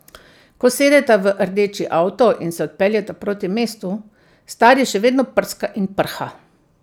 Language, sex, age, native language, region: Slovenian, female, 50-59, Slovenian, Central Slovenia